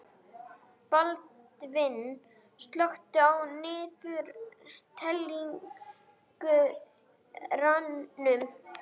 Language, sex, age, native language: Icelandic, male, 11, Icelandic